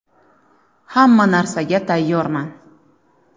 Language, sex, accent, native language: Uzbek, female, Samarqand, Uzbek